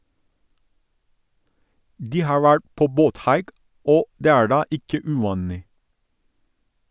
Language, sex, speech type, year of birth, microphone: Norwegian, male, read, 1982, Sennheiser